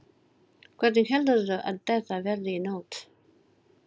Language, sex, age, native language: Icelandic, female, 40-49, Filipino